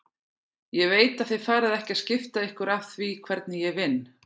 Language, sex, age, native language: Icelandic, female, 40-49, Icelandic